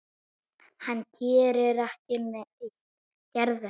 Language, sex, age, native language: Icelandic, male, 7, Icelandic